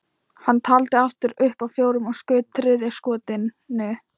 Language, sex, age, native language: Icelandic, female, 13, Thai